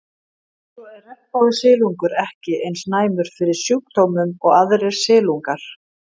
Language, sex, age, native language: Icelandic, female, 50-59, Icelandic